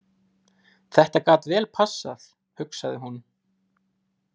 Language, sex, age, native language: Icelandic, male, 20-29, Icelandic